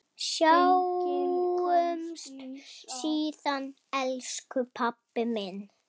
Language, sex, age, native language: Icelandic, female, 5, Icelandic